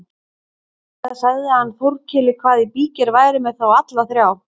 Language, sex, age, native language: Icelandic, female, 30-39, Icelandic